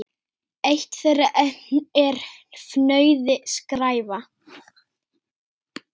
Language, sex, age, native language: Icelandic, female, 8, Icelandic